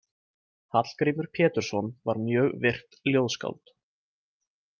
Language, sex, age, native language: Icelandic, male, 20-29, Icelandic